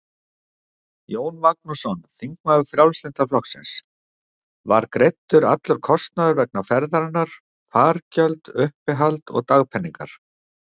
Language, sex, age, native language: Icelandic, male, 50-59, Icelandic